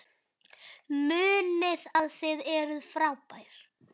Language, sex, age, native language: Icelandic, female, 9, Icelandic